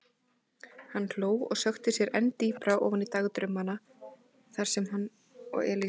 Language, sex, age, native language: Icelandic, female, 20-29, Icelandic